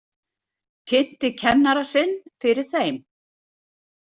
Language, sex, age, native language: Icelandic, female, 60-69, Icelandic